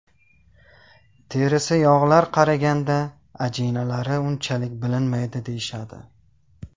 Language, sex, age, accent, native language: Uzbek, male, 18-24, Qashqadaryo, Tajik